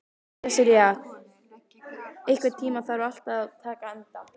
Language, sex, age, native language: Icelandic, female, 12, Icelandic